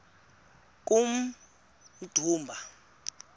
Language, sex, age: Xhosa, male, 26